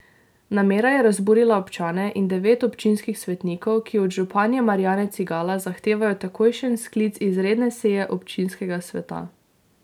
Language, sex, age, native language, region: Slovenian, female, 18-29, Slovenian, Drava region